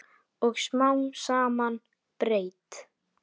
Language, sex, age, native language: Icelandic, male, 9, Icelandic